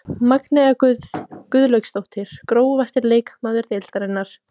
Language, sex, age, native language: Icelandic, female, 20-29, Icelandic